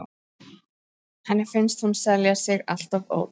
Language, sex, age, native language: Icelandic, female, 13, Icelandic